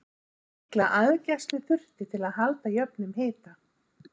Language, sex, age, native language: Icelandic, female, 50-59, Icelandic